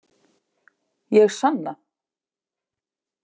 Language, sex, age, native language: Icelandic, female, 50-59, Icelandic